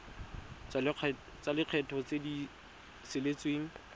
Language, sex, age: Tswana, male, 25